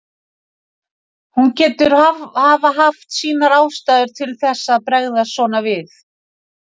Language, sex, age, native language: Icelandic, female, 50-59, Icelandic